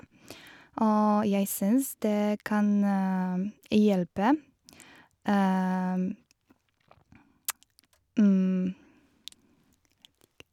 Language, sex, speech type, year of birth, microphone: Norwegian, female, spontaneous, 1986, Shure